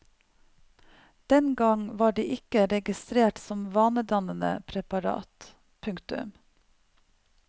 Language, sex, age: Norwegian, female, 45